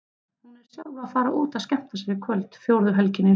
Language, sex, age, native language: Icelandic, female, 30-39, Icelandic